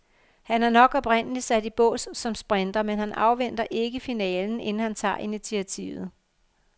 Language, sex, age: Danish, female, 50